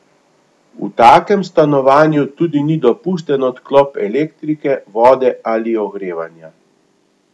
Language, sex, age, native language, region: Slovenian, male, 50-59, Slovenian, Gorenjska region